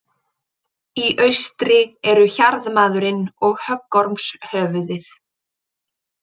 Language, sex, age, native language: Icelandic, female, 20-29, Icelandic